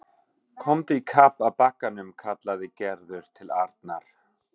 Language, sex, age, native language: Icelandic, male, 40-49, German